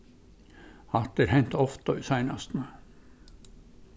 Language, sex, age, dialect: Faroese, male, 61+, Suðurstreymoy